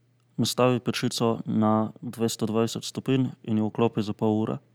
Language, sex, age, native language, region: Slovenian, male, 30-49, Slovenian, Central Slovenia